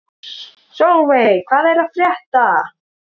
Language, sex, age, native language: Icelandic, male, 13, Icelandic